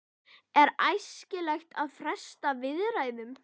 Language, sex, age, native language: Icelandic, female, 11, Icelandic